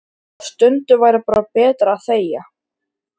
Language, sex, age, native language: Icelandic, male, 13, Icelandic